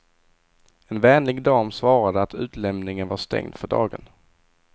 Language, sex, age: Swedish, male, 22